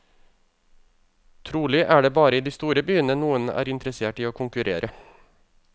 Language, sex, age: Norwegian, male, 35